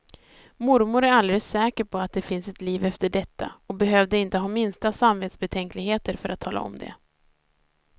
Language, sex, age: Swedish, female, 30